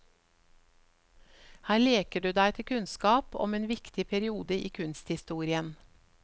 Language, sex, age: Norwegian, female, 54